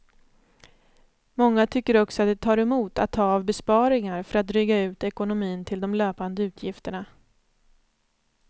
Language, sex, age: Swedish, female, 29